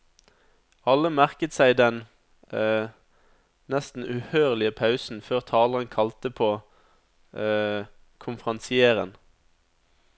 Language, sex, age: Norwegian, male, 27